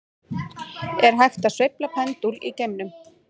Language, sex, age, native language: Icelandic, female, 30-39, Icelandic